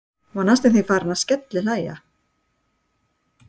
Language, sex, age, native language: Icelandic, female, 60-69, Icelandic